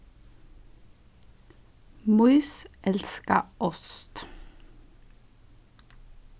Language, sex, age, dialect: Faroese, female, 15-35, Suðurstreymoy